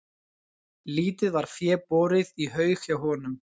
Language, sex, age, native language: Icelandic, male, 20-29, Icelandic